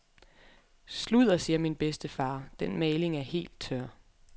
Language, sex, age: Danish, female, 23